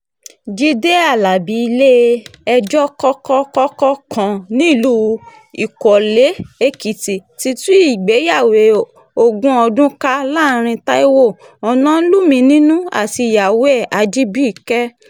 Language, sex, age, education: Yoruba, female, 30-45, tertiary